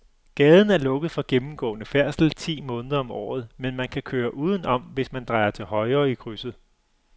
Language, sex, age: Danish, male, 35